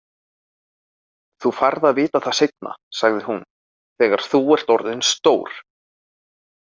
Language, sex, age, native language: Icelandic, male, 30-39, Icelandic